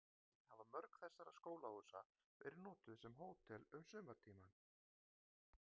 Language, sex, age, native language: Icelandic, male, 50-59, Icelandic